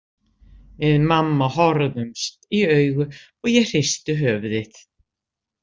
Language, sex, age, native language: Icelandic, female, 60-69, Icelandic